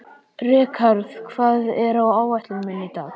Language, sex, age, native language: Icelandic, male, 11, Icelandic